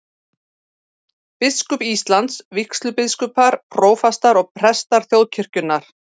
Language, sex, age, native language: Icelandic, female, 40-49, Icelandic